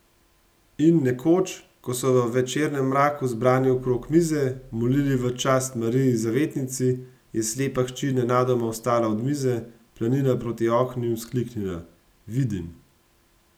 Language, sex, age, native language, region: Slovenian, male, 30-49, Slovenian, Gorenjska region